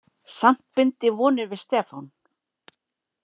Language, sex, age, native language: Icelandic, female, 40-49, Icelandic